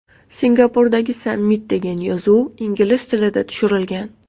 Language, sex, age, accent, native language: Uzbek, female, 19-29, Toshkent viloyati, Uzbek